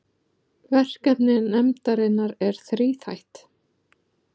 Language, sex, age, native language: Icelandic, female, 40-49, Icelandic